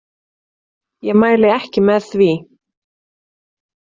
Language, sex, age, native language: Icelandic, female, 30-39, Icelandic